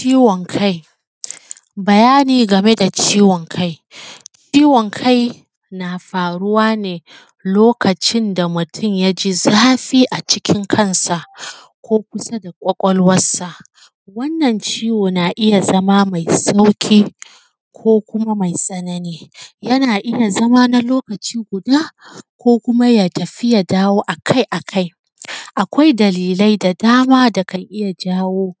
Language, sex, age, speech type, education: Hausa, female, 15-29, spontaneous, secondary